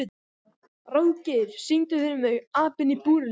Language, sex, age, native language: Icelandic, male, 14, Icelandic